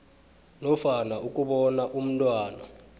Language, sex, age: South Ndebele, male, 23